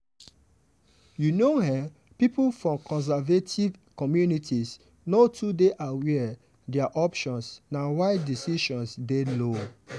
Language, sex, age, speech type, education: Nigerian Pidgin, male, 15-29, spontaneous, tertiary